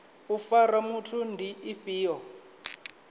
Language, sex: Venda, male